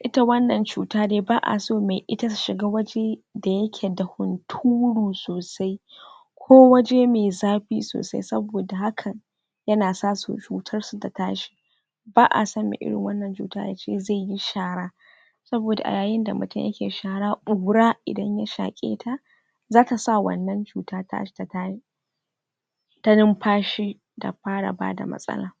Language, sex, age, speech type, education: Hausa, female, 46-60, spontaneous, tertiary